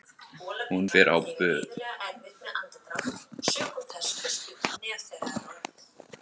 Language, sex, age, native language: Icelandic, male, 18-19, Icelandic